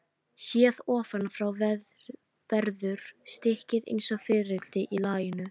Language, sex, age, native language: Icelandic, female, 13, Icelandic